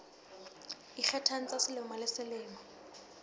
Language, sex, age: Southern Sotho, female, 19